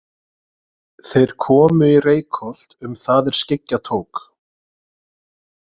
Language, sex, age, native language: Icelandic, male, 20-29, Icelandic